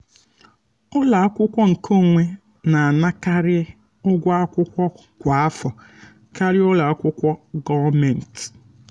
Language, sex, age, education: Igbo, male, 15-29, tertiary